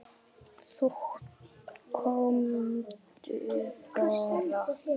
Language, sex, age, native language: Icelandic, male, 7, Icelandic